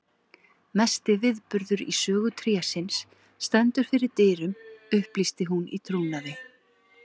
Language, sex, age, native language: Icelandic, female, 40-49, Icelandic